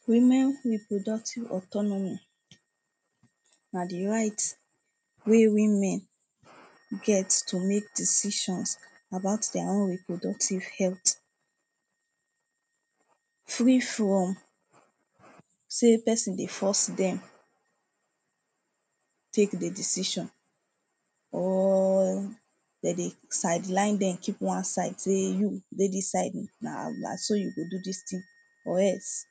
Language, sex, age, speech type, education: Nigerian Pidgin, female, 15-29, spontaneous, tertiary